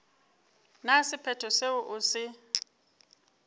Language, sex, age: Northern Sotho, female, 29